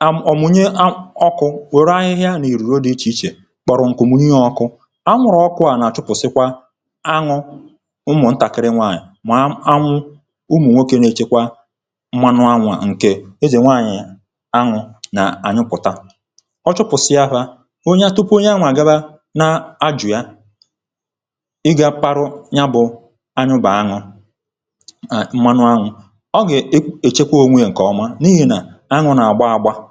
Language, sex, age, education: Igbo, male, 30-45, tertiary